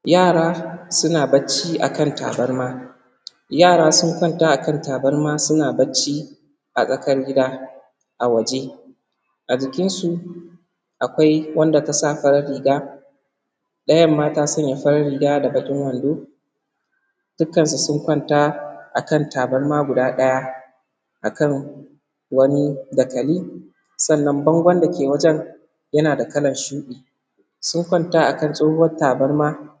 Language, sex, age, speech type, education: Hausa, male, 15-29, spontaneous, primary